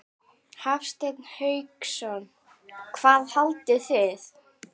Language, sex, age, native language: Icelandic, female, 11, Icelandic